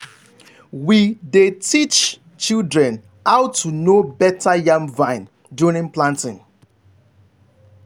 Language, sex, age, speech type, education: Nigerian Pidgin, male, 15-29, spontaneous, tertiary